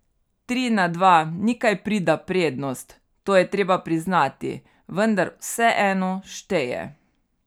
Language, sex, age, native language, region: Slovenian, female, 30-49, Slovenian, Carinthia region